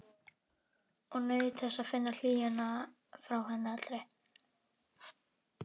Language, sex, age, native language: Icelandic, female, 11, Icelandic